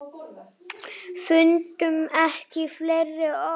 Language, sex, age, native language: Icelandic, female, 7, Icelandic